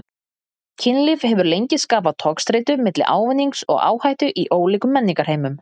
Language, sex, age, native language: Icelandic, female, 30-39, Icelandic